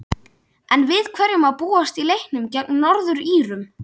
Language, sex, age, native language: Icelandic, male, 12, Icelandic